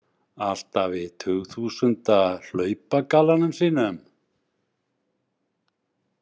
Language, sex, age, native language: Icelandic, male, 60-69, Icelandic